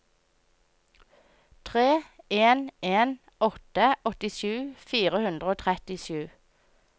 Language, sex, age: Norwegian, female, 24